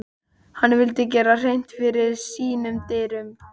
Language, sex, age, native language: Icelandic, male, 12, Icelandic